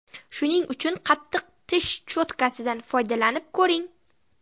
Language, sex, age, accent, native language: Uzbek, female, 12-17, Samarqand, Uzbek